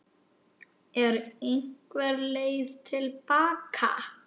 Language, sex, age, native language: Icelandic, male, 9, Icelandic